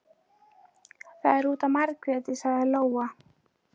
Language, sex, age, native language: Icelandic, female, 13, Polish